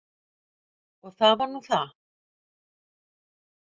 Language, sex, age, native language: Icelandic, female, 40-49, Icelandic